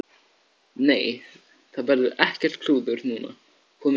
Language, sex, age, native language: Icelandic, male, 14, Icelandic